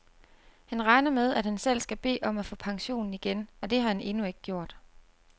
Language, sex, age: Danish, female, 29